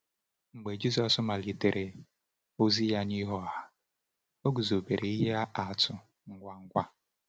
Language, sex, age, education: Igbo, male, 15-29, tertiary